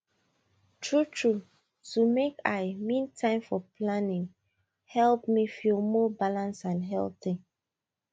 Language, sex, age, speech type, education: Nigerian Pidgin, female, 30-45, spontaneous, tertiary